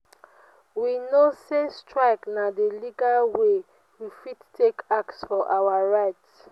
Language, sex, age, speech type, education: Nigerian Pidgin, female, 15-29, spontaneous, tertiary